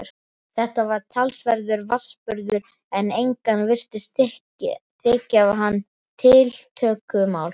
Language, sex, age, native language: Icelandic, male, 12, Icelandic